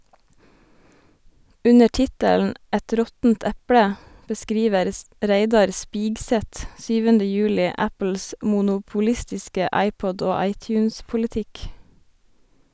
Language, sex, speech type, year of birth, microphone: Norwegian, female, read, 1987, Sennheiser